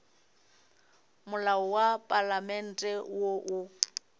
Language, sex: Northern Sotho, female